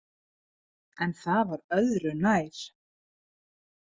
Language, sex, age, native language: Icelandic, female, 50-59, Icelandic